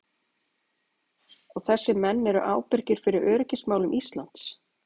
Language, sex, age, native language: Icelandic, female, 40-49, Icelandic